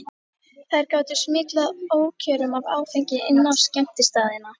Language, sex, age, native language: Icelandic, female, 13, Icelandic